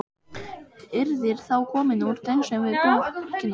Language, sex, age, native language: Icelandic, male, 12, Icelandic